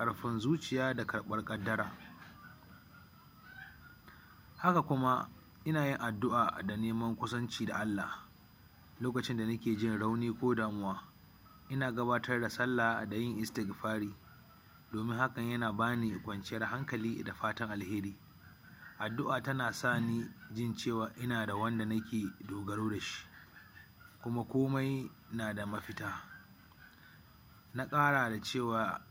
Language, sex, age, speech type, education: Hausa, male, 60+, spontaneous, tertiary